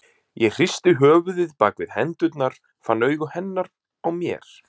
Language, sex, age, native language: Icelandic, male, 30-39, Icelandic